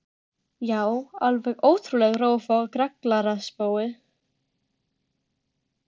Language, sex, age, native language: Icelandic, female, 13, Icelandic